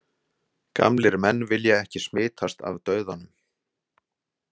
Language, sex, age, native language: Icelandic, male, 60-69, Icelandic